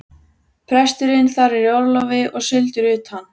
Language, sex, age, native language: Icelandic, female, 14, Icelandic